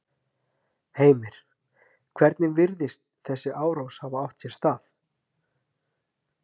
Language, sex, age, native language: Icelandic, male, 30-39, Icelandic